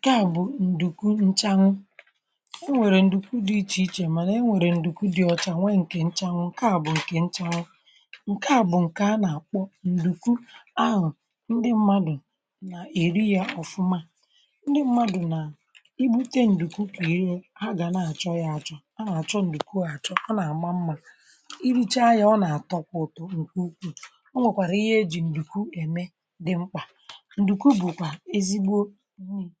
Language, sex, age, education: Igbo, male, 46-60, tertiary